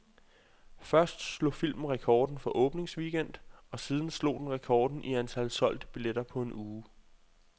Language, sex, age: Danish, male, 26